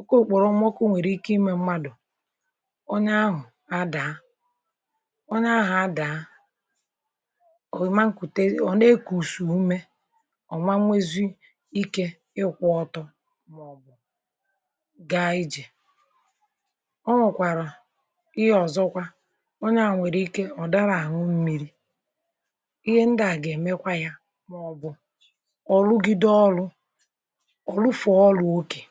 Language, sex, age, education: Igbo, male, 60+, tertiary